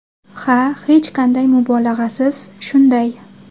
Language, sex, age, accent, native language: Uzbek, female, 19-29, Xorazm, Uzbek